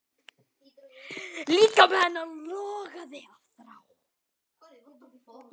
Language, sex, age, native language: Icelandic, male, 9, Icelandic